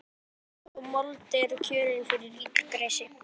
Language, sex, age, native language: Icelandic, male, 11, Icelandic